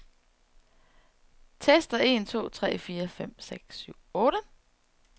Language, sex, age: Danish, female, 34